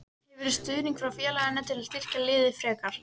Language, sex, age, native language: Icelandic, female, 13, Icelandic